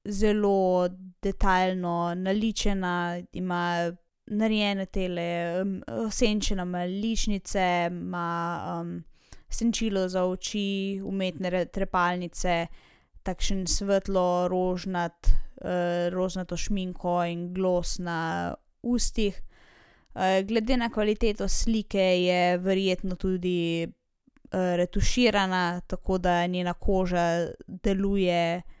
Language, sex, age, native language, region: Slovenian, female, 18-29, Slovenian, Zasavska region